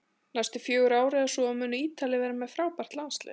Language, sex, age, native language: Icelandic, male, 40-49, Icelandic